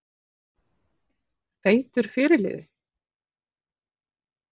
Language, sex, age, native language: Icelandic, female, 40-49, Icelandic